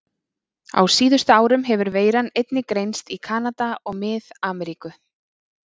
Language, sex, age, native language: Icelandic, female, 30-39, Icelandic